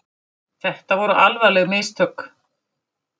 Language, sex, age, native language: Icelandic, female, 50-59, Icelandic